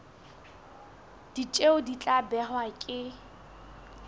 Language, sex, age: Southern Sotho, female, 20